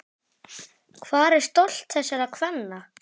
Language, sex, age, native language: Icelandic, male, 10, Icelandic